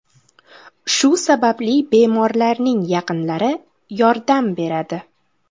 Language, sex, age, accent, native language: Uzbek, female, 18-24, Buxoro, Uzbek